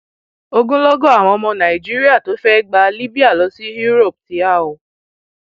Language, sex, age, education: Yoruba, female, 15-29, tertiary